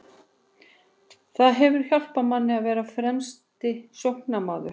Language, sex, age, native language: Icelandic, female, 40-49, Icelandic